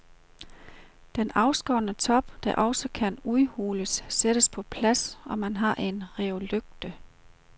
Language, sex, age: Danish, female, 38